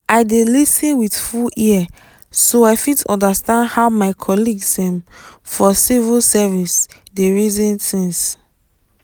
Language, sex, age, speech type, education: Nigerian Pidgin, female, 15-29, spontaneous, tertiary